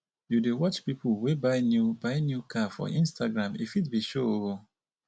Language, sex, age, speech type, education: Nigerian Pidgin, female, 30-45, spontaneous, tertiary